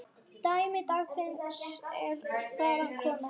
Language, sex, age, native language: Icelandic, female, 9, Icelandic